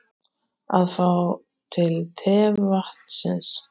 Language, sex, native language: Icelandic, male, Icelandic